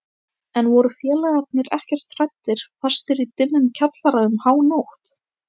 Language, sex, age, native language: Icelandic, female, 18-19, Icelandic